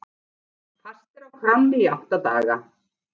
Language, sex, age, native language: Icelandic, female, 40-49, Icelandic